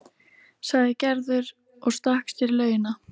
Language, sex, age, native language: Icelandic, female, 13, Icelandic